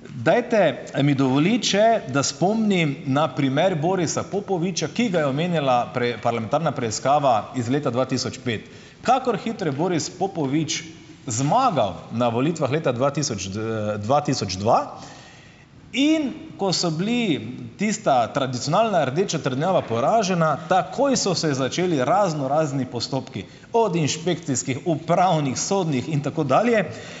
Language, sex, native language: Slovenian, male, Slovenian